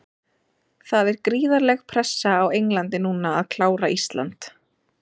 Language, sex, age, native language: Icelandic, female, 30-39, Icelandic